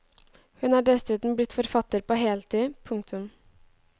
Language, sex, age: Norwegian, female, 18